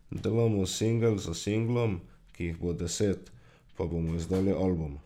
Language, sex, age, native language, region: Slovenian, male, 18-29, Slovenian, Drava region